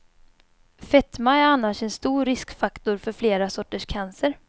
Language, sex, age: Swedish, female, 22